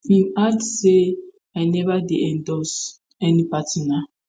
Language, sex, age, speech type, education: Nigerian Pidgin, female, 15-29, spontaneous, tertiary